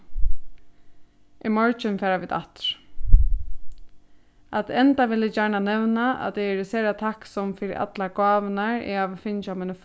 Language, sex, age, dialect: Faroese, female, 15-35, Suðurstreymoy